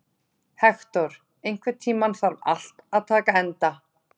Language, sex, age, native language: Icelandic, female, 30-39, Icelandic